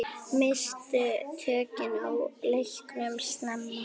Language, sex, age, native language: Icelandic, female, 9, Icelandic